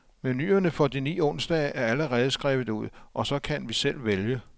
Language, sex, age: Danish, male, 57